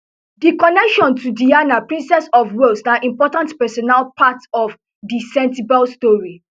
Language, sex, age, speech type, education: Nigerian Pidgin, female, 15-29, spontaneous, tertiary